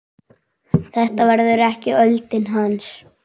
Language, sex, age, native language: Icelandic, male, 6, Icelandic